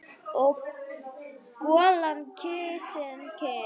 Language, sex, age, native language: Icelandic, female, 9, Icelandic